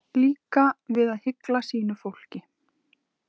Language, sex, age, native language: Icelandic, female, 20-29, Icelandic